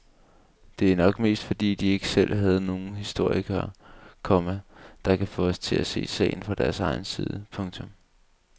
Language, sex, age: Danish, male, 22